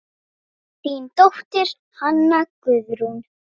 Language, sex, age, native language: Icelandic, female, 7, Icelandic